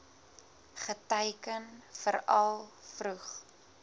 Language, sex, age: Afrikaans, female, 20